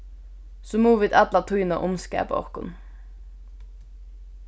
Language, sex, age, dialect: Faroese, female, 15-35, Suðurstreymoy